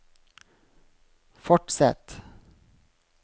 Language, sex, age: Norwegian, male, 32